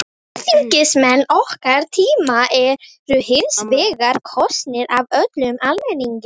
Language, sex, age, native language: Icelandic, female, 18-19, Icelandic